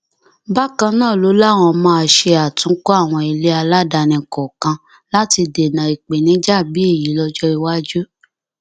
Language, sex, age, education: Yoruba, female, 15-29, tertiary